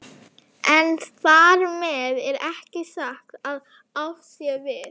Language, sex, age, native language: Icelandic, female, 11, Icelandic